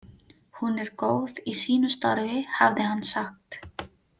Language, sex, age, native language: Icelandic, female, 30-39, Filipino